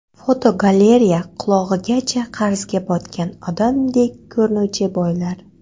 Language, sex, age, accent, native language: Uzbek, female, 18-24, Qoraqalpog'iston, Karakalpak